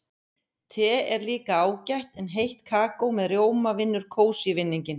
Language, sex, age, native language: Icelandic, female, 50-59, Icelandic